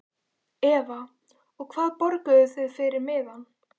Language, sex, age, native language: Icelandic, female, 14, Icelandic